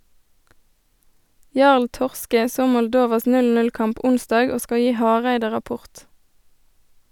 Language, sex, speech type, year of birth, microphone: Norwegian, female, read, 1988, Sennheiser